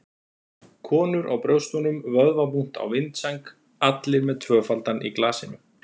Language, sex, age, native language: Icelandic, male, 40-49, Icelandic